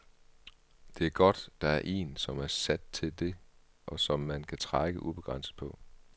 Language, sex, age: Danish, male, 38